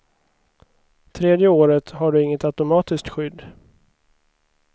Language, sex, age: Swedish, male, 29